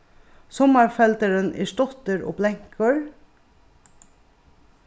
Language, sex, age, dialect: Faroese, female, 36-60, Suðurstreymoy